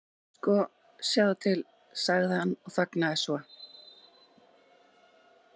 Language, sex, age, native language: Icelandic, female, 30-39, Icelandic